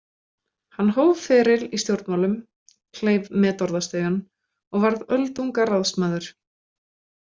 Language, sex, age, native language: Icelandic, female, 20-29, Icelandic